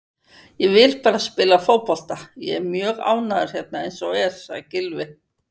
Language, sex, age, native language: Icelandic, female, 50-59, Icelandic